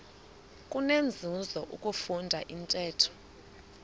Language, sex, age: Xhosa, female, 23